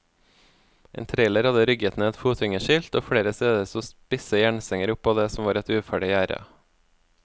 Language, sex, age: Norwegian, male, 24